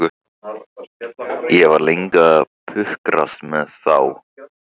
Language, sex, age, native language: Icelandic, male, 15, Icelandic